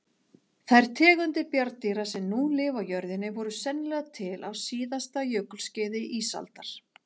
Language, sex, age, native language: Icelandic, female, 40-49, Icelandic